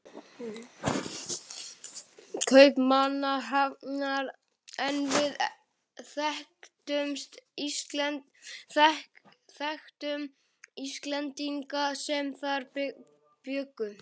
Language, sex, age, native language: Icelandic, male, 11, Icelandic